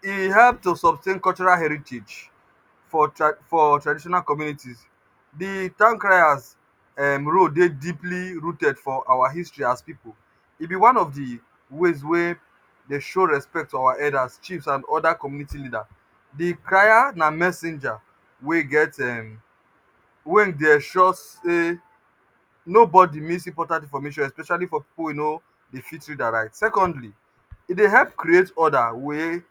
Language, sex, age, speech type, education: Nigerian Pidgin, male, 30-45, spontaneous, tertiary